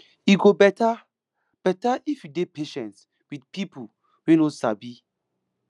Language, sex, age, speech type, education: Nigerian Pidgin, male, 15-29, spontaneous, tertiary